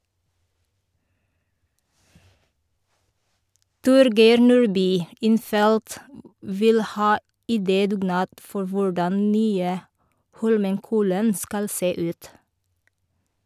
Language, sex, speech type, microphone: Norwegian, female, read, Shure